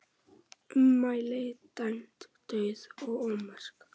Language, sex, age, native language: Icelandic, male, 18-19, Icelandic